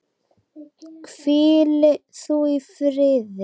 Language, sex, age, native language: Icelandic, female, 9, Icelandic